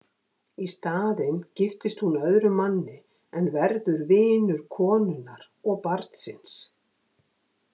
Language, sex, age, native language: Icelandic, female, 50-59, Icelandic